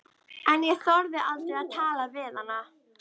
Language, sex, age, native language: Icelandic, female, 13, Icelandic